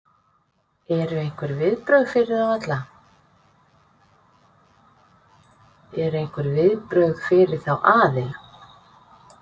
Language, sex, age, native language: Icelandic, female, 50-59, Icelandic